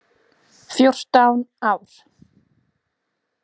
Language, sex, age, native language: Icelandic, female, 18-19, Icelandic